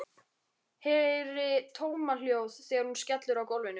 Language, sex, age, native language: Icelandic, female, 13, Icelandic